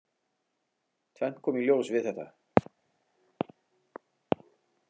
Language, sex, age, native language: Icelandic, male, 40-49, Icelandic